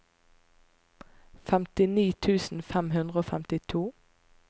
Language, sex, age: Norwegian, female, 25